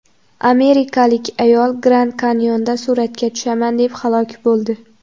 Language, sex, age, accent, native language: Uzbek, female, under 19, Xorazm, Uzbek